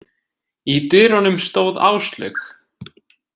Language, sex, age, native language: Icelandic, male, 20-29, Icelandic